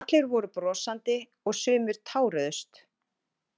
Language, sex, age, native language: Icelandic, female, 40-49, Icelandic